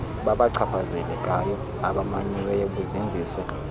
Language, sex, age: Xhosa, male, 31